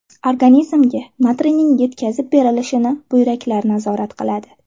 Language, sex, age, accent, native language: Uzbek, female, 18-24, Toshkent shahri, Uzbek